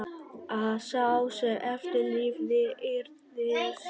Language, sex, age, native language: Icelandic, male, 11, Vietnamese